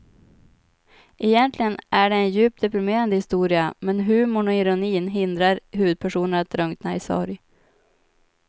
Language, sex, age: Swedish, female, 25